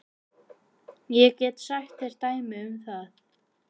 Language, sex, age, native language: Icelandic, female, 18-19, Icelandic